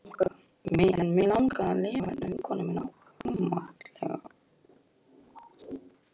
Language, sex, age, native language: Icelandic, male, 12, Icelandic